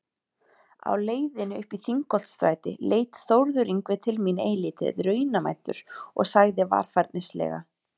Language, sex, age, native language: Icelandic, female, 30-39, Icelandic